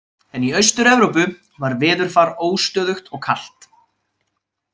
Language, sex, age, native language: Icelandic, male, 20-29, Icelandic